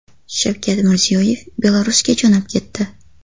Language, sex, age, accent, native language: Uzbek, female, under 19, Farg'ona, Uzbek